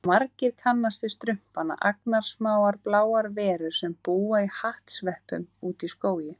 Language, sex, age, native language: Icelandic, female, 18-19, Icelandic